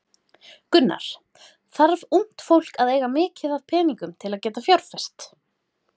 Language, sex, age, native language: Icelandic, female, 30-39, Icelandic